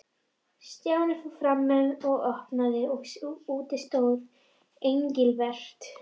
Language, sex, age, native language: Icelandic, female, 13, Icelandic